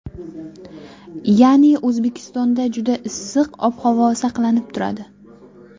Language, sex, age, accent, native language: Uzbek, female, 19-29, Qashqadaryo, Uzbek